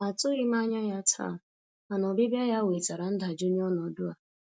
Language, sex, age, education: Igbo, female, 15-29, tertiary